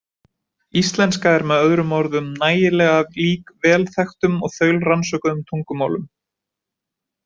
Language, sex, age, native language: Icelandic, male, 20-29, Icelandic